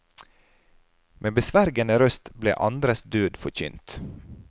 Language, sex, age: Norwegian, male, 30